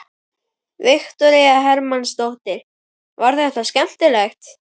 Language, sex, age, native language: Icelandic, male, 12, Icelandic